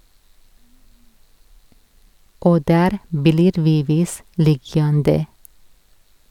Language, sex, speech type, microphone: Norwegian, female, read, Sennheiser